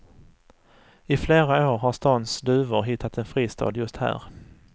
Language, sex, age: Swedish, male, 35